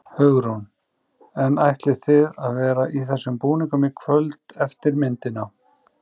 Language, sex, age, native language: Icelandic, female, 18-19, Icelandic